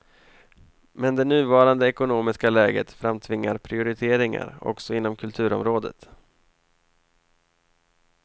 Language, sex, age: Swedish, male, 28